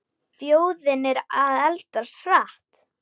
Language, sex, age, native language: Icelandic, female, 10, Icelandic